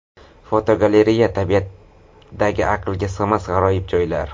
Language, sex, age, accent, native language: Uzbek, male, 18-24, Navoiy, Uzbek